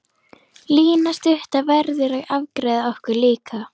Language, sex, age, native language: Icelandic, female, 11, Icelandic